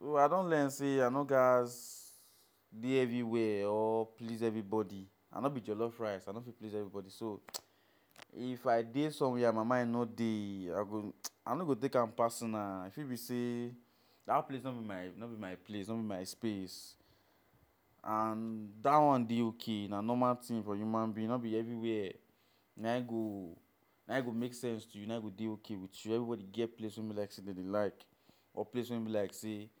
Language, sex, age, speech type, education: Nigerian Pidgin, male, 15-29, spontaneous, tertiary